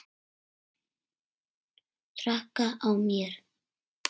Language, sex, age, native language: Icelandic, female, 6, Icelandic